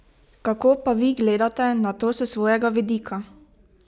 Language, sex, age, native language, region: Slovenian, female, 18-29, Slovenian, Pomurje region